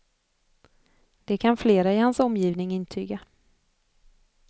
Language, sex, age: Swedish, female, 25